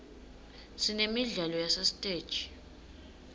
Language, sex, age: Swati, female, 22